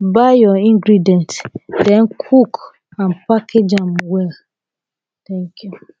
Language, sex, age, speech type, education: Nigerian Pidgin, female, 30-45, spontaneous, tertiary